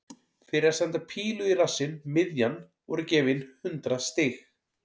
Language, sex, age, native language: Icelandic, male, 40-49, Icelandic